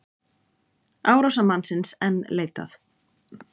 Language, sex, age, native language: Icelandic, female, 30-39, Icelandic